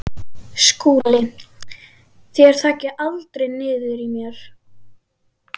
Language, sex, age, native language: Icelandic, female, 12, Icelandic